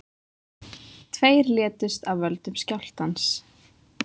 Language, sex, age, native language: Icelandic, female, 20-29, Icelandic